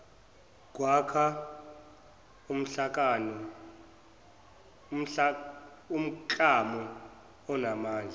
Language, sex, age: Zulu, male, 24